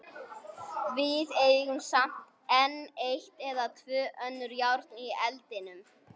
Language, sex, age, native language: Icelandic, male, 18-19, Icelandic